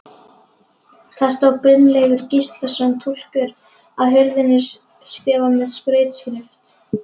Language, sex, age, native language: Icelandic, female, 11, Icelandic